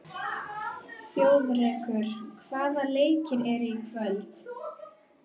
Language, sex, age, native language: Icelandic, female, 12, Icelandic